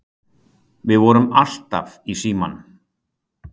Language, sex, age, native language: Icelandic, male, 60-69, Icelandic